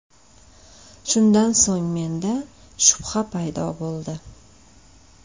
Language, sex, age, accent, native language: Uzbek, female, 35+, Andijon, Uzbek